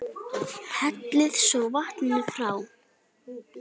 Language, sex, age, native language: Icelandic, female, 9, Icelandic